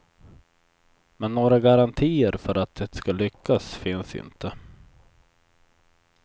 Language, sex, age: Swedish, male, 24